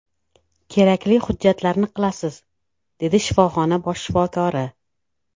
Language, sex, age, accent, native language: Uzbek, female, 35+, Namangan, Uzbek